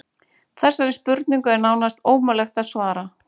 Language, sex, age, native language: Icelandic, female, 40-49, Icelandic